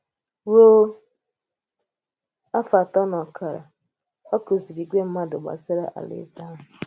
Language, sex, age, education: Igbo, female, 15-29, tertiary